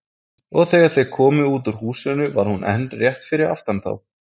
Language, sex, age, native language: Icelandic, male, 20-29, Icelandic